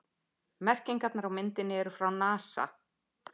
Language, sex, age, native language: Icelandic, female, 50-59, Icelandic